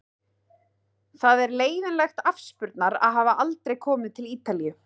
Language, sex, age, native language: Icelandic, female, 30-39, Icelandic